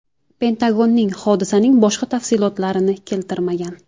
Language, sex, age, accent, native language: Uzbek, female, 19-29, Jizzax, Uzbek